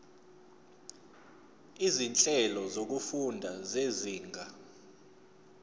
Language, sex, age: Zulu, male, 29